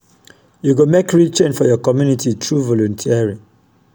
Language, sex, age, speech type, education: Nigerian Pidgin, male, 30-45, spontaneous, tertiary